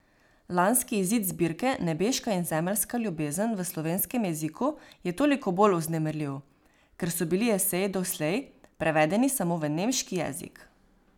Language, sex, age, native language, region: Slovenian, female, 18-29, Slovenian, Savinja region